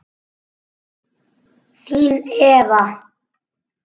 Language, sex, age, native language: Icelandic, male, 9, Icelandic